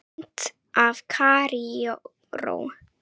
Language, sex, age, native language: Icelandic, female, 8, Icelandic